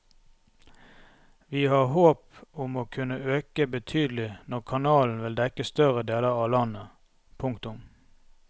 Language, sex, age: Norwegian, male, 32